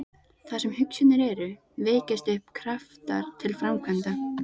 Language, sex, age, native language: Icelandic, female, 13, Icelandic